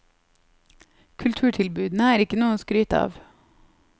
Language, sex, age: Norwegian, female, 30